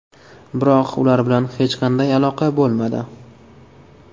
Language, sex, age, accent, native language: Uzbek, male, 19-29, Toshkent viloyati, Uzbek